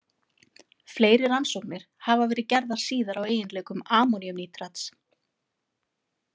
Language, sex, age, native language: Icelandic, female, 40-49, Icelandic